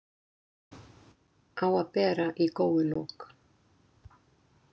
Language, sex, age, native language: Icelandic, female, 60-69, Icelandic